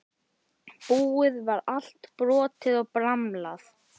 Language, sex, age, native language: Icelandic, male, 11, Icelandic